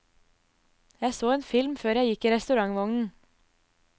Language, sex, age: Norwegian, female, 24